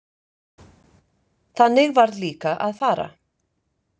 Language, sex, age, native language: Icelandic, female, 50-59, Icelandic